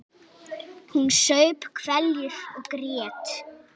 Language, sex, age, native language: Icelandic, female, 8, Icelandic